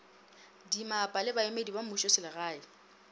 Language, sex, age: Northern Sotho, female, 27